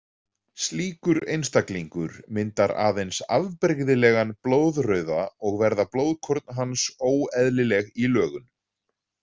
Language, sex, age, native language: Icelandic, male, 40-49, Icelandic